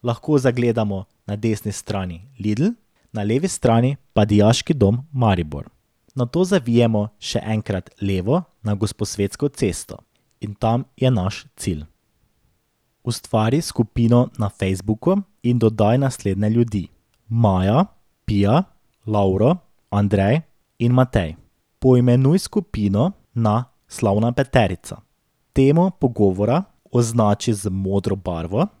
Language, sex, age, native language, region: Slovenian, male, 18-29, Slovenian, Drava region